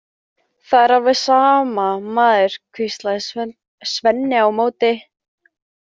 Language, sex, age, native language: Icelandic, female, 15, Icelandic